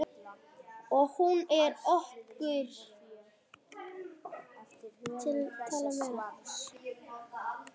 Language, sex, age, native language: Icelandic, male, 8, Icelandic